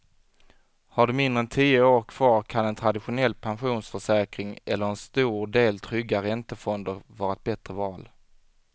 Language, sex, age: Swedish, male, 25